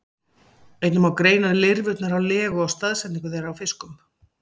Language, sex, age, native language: Icelandic, female, 40-49, Icelandic